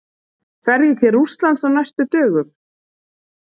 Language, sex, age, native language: Icelandic, female, 40-49, Icelandic